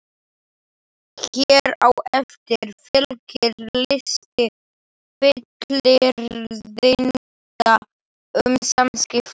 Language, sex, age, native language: Icelandic, male, 11, Slovak